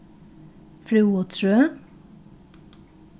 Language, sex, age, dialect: Faroese, female, 36-60, Norðurstreymoy/Eysturoy